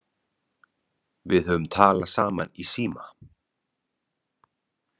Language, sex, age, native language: Icelandic, male, 30-39, Icelandic